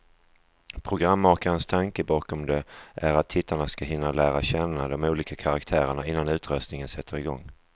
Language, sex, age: Swedish, male, 35